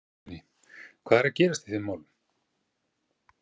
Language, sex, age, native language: Icelandic, male, 50-59, Icelandic